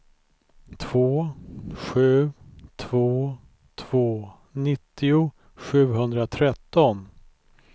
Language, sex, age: Swedish, male, 43